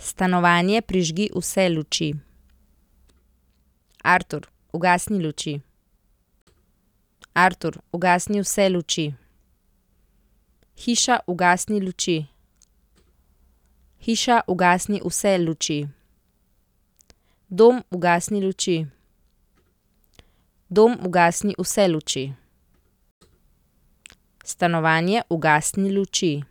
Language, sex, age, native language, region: Slovenian, female, 30-49, Slovenian, Central Slovenia